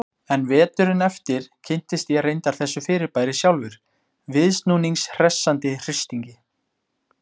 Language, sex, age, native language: Icelandic, male, 20-29, Icelandic